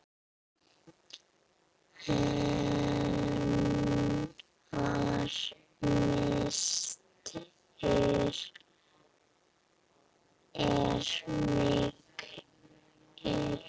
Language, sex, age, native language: Icelandic, female, 8, Icelandic